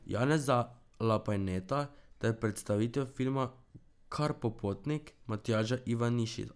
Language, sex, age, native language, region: Slovenian, male, 12-17, Slovenian, Drava region